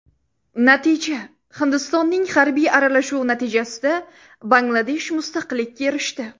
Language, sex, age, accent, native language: Uzbek, female, under 19, Samarqand, Uzbek